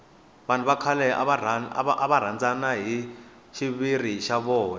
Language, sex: Tsonga, male